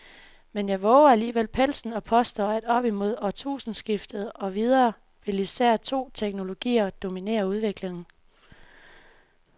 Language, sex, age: Danish, female, 24